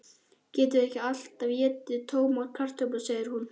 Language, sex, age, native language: Icelandic, male, 11, Icelandic